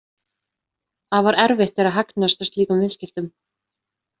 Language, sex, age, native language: Icelandic, female, 30-39, Icelandic